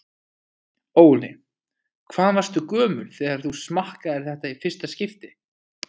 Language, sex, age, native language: Icelandic, male, 20-29, Icelandic